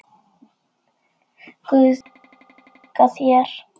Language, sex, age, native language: Icelandic, male, 9, Icelandic